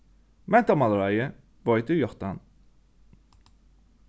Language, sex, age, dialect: Faroese, male, 36-60, Norðurstreymoy/Eysturoy